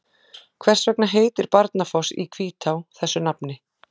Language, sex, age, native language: Icelandic, female, 40-49, Icelandic